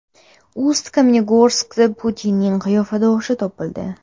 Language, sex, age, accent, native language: Uzbek, female, under 19, Toshkent shahri, Uzbek